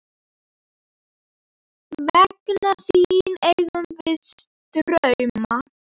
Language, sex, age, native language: Icelandic, female, 9, Icelandic